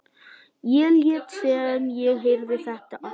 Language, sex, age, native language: Icelandic, male, 11, Icelandic